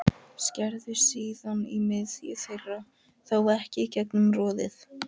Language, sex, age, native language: Icelandic, female, 11, Icelandic